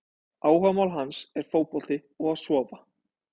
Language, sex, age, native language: Icelandic, male, 20-29, Icelandic